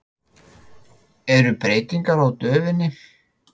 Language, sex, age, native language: Icelandic, male, 50-59, Icelandic